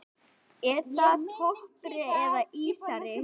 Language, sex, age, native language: Icelandic, female, 10, Icelandic